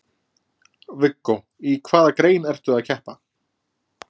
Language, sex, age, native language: Icelandic, male, 20-29, Icelandic